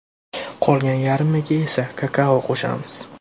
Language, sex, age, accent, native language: Uzbek, male, 18-24, Andijon, Uzbek